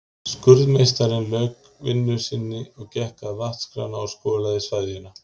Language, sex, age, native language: Icelandic, male, 50-59, Icelandic